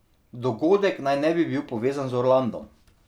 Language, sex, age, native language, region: Slovenian, male, 30-49, Slovenian, Drava region